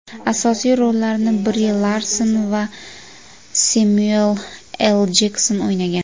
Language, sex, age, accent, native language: Uzbek, female, 18-24, Jizzax, Uzbek